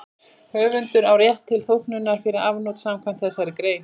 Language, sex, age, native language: Icelandic, female, 40-49, Icelandic